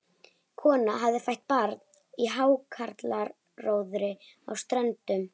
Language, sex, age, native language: Icelandic, female, 11, Icelandic